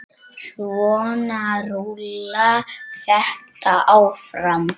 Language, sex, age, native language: Icelandic, male, 9, Icelandic